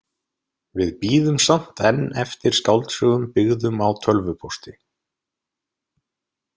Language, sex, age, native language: Icelandic, male, 30-39, Icelandic